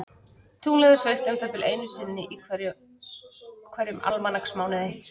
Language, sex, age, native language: Icelandic, female, 30-39, Icelandic